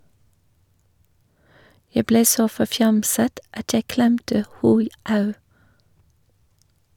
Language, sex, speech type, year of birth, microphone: Norwegian, female, read, 1961, Shure